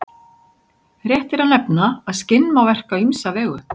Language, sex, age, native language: Icelandic, male, 60-69, Icelandic